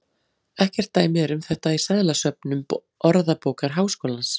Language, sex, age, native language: Icelandic, female, 40-49, Icelandic